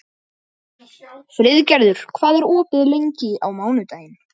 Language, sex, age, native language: Icelandic, male, 12, Icelandic